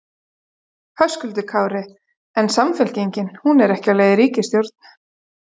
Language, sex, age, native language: Icelandic, female, 40-49, Icelandic